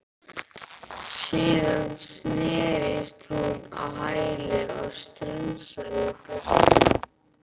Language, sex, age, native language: Icelandic, male, 11, Icelandic